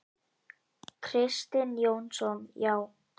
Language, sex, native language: Icelandic, male, Icelandic